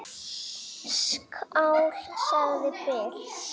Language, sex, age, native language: Icelandic, female, 8, Icelandic